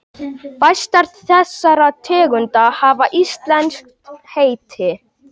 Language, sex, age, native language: Icelandic, male, 18-19, Icelandic